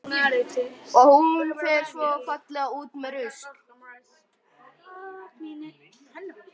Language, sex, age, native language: Icelandic, male, 12, Icelandic